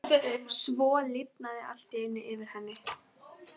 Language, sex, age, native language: Icelandic, female, 11, Icelandic